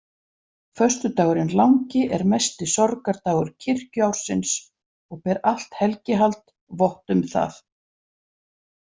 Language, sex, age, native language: Icelandic, female, 40-49, Icelandic